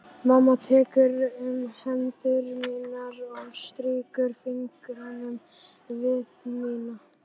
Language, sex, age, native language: Icelandic, female, 11, Icelandic